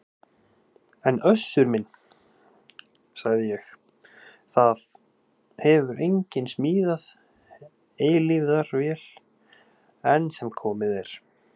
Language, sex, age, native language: Icelandic, male, 18-19, Icelandic